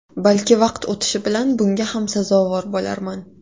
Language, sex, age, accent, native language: Uzbek, female, 18-24, Toshkent shahri, Uzbek